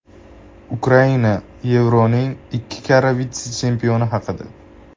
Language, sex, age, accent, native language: Uzbek, male, 18-24, Andijon, Uzbek